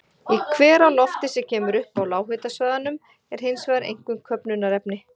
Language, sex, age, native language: Icelandic, female, 40-49, Icelandic